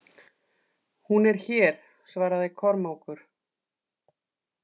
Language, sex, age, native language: Icelandic, female, 40-49, Icelandic